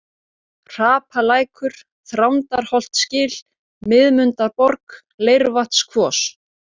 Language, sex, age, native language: Icelandic, female, 30-39, Icelandic